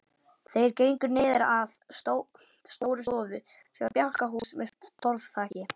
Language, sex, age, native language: Icelandic, male, 11, Icelandic